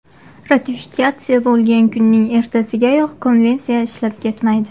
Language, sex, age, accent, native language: Uzbek, female, 18-24, Qashqadaryo, Uzbek